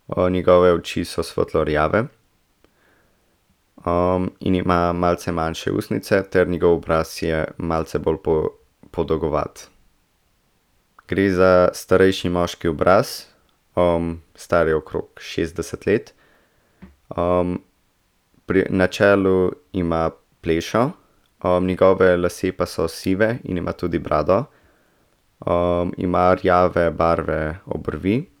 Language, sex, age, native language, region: Slovenian, male, 18-29, Slovenian, Central Slovenia